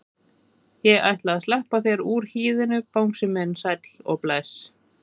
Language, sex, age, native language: Icelandic, female, 30-39, Icelandic